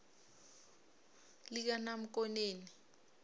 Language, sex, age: South Ndebele, female, 20